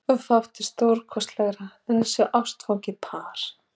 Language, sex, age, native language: Icelandic, female, 40-49, Icelandic